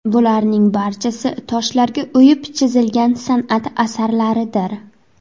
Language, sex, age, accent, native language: Uzbek, female, 18-24, Buxoro, Uzbek